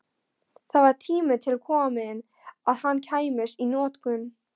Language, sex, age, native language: Icelandic, female, 13, Polish